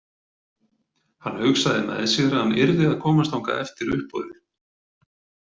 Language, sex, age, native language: Icelandic, male, 40-49, Icelandic